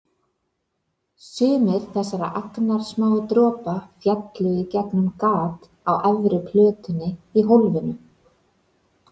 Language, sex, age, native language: Icelandic, female, 30-39, Icelandic